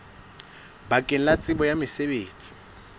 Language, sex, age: Southern Sotho, male, 22